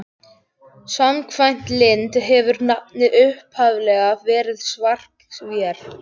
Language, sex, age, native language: Icelandic, male, 18-19, Icelandic